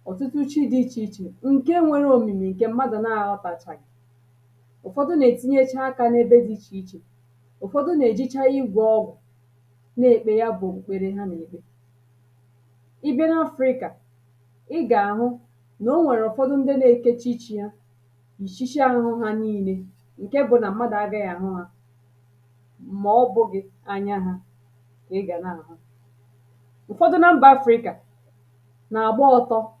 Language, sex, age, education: Igbo, female, 30-45, tertiary